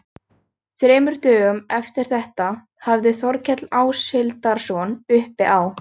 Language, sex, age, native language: Icelandic, female, 13, Icelandic